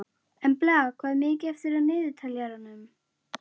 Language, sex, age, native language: Icelandic, female, 11, Icelandic